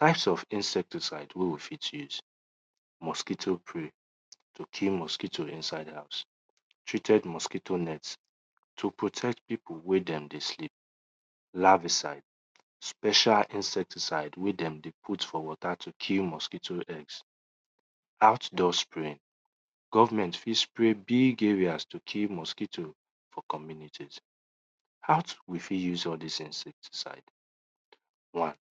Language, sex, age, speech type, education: Nigerian Pidgin, male, 15-29, spontaneous, tertiary